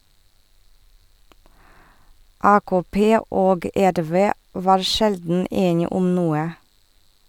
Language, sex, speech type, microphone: Norwegian, female, read, Sennheiser